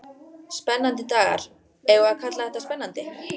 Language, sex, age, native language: Icelandic, female, 14, Icelandic